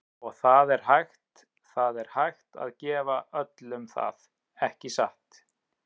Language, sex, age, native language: Icelandic, male, 30-39, Icelandic